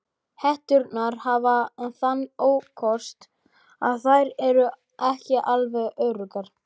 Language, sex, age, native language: Icelandic, male, 12, Icelandic